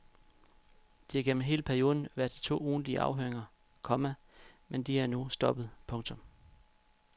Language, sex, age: Danish, male, 31